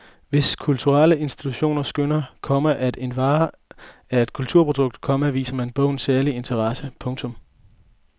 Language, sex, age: Danish, male, 20